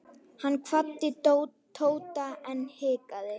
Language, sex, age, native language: Icelandic, female, 10, Icelandic